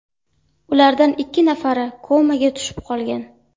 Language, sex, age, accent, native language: Uzbek, female, 19-29, Buxoro, Uzbek